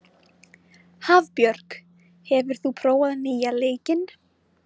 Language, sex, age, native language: Icelandic, female, 20-29, Icelandic